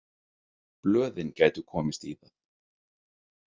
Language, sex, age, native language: Icelandic, male, 30-39, Icelandic